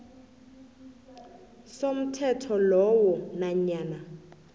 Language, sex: South Ndebele, female